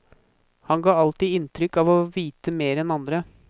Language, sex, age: Norwegian, male, 24